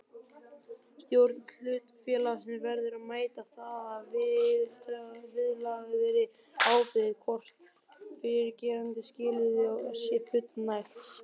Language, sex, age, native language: Icelandic, male, 20-29, Icelandic